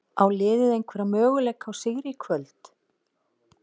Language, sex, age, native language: Icelandic, female, 40-49, Icelandic